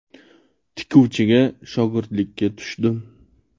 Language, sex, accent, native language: Uzbek, male, Namangan, Uzbek